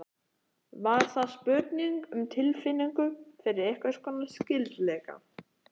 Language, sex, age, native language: Icelandic, male, 11, Icelandic